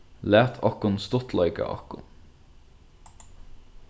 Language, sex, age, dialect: Faroese, male, 15-35, Norðurstreymoy/Eysturoy